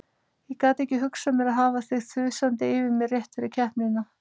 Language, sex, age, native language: Icelandic, female, 30-39, Icelandic